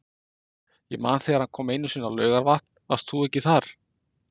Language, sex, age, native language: Icelandic, male, 50-59, Icelandic